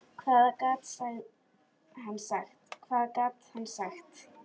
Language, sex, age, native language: Icelandic, female, 10, Icelandic